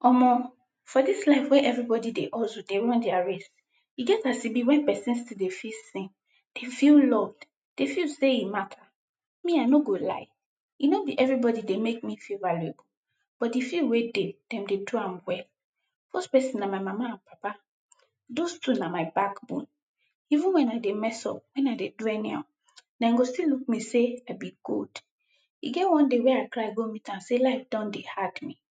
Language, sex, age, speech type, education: Nigerian Pidgin, female, 15-29, spontaneous, tertiary